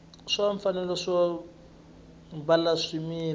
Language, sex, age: Tsonga, male, 20